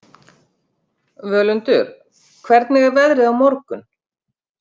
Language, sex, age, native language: Icelandic, female, 50-59, Icelandic